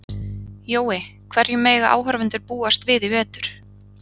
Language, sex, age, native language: Icelandic, female, 30-39, Icelandic